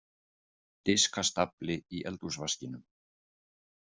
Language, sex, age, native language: Icelandic, male, 50-59, Icelandic